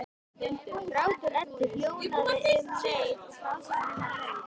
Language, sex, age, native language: Icelandic, female, 13, Icelandic